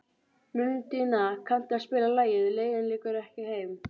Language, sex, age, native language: Icelandic, female, 12, Icelandic